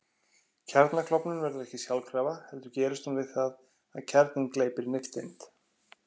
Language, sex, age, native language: Icelandic, male, 50-59, Icelandic